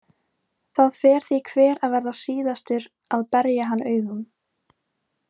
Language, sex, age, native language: Icelandic, female, 18-19, Icelandic